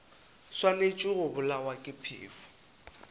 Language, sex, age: Northern Sotho, male, 19